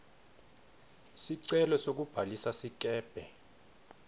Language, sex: Swati, male